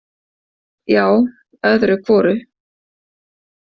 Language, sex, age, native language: Icelandic, female, 40-49, Icelandic